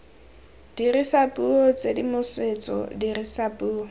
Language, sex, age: Tswana, female, 18